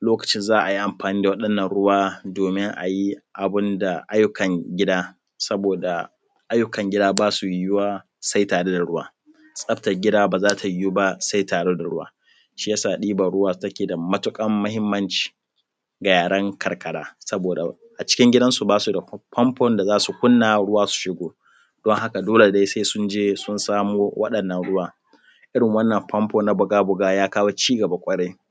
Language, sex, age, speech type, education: Hausa, male, 15-29, spontaneous, primary